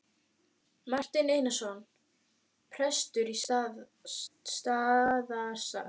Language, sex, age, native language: Icelandic, female, 12, Icelandic